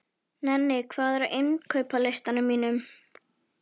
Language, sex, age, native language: Icelandic, female, 11, Icelandic